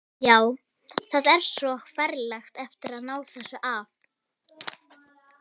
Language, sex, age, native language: Icelandic, female, 11, Icelandic